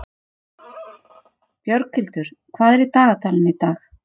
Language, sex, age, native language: Icelandic, female, 50-59, Icelandic